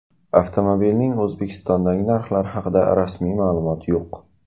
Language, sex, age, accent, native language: Uzbek, male, 18-24, Qashqadaryo, Uzbek